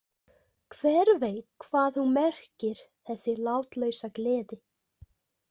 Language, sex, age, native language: Icelandic, female, 20-29, Icelandic